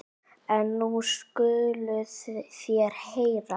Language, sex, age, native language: Icelandic, female, 9, Icelandic